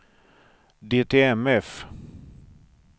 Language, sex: Swedish, male